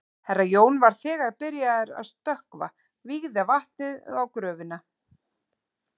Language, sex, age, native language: Icelandic, female, 50-59, Icelandic